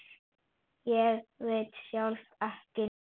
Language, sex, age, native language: Icelandic, female, 8, Icelandic